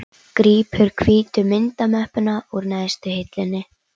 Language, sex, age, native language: Icelandic, female, 11, Icelandic